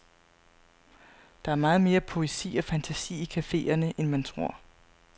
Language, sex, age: Danish, female, 35